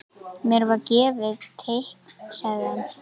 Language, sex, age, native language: Icelandic, female, 11, Icelandic